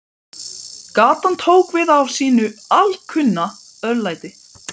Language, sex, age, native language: Icelandic, male, 12, Icelandic